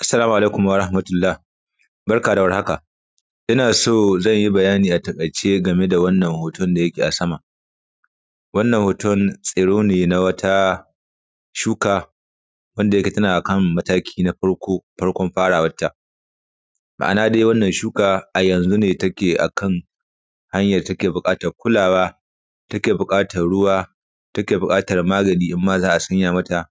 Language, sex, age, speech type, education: Hausa, male, 30-45, spontaneous, primary